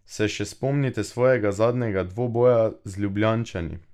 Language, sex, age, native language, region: Slovenian, male, 18-29, Slovenian, Drava region